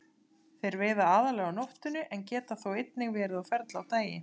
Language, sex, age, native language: Icelandic, female, 30-39, Icelandic